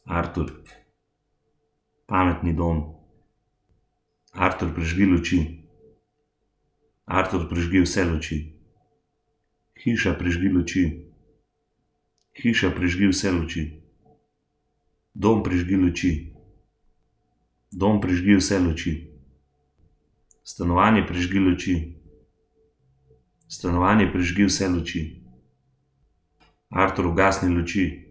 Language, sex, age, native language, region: Slovenian, male, 30-49, Slovenian, Gorenjska region